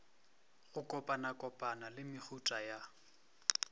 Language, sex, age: Northern Sotho, male, 23